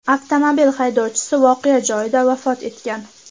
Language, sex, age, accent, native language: Uzbek, female, 18-24, Samarqand, Uzbek